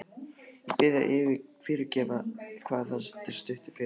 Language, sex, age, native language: Icelandic, male, 11, Icelandic